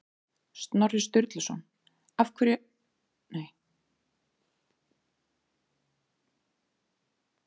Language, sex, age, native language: Icelandic, female, 30-39, Icelandic